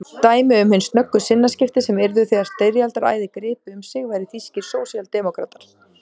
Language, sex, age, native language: Icelandic, female, 30-39, Icelandic